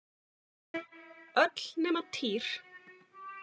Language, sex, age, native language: Icelandic, female, 40-49, Icelandic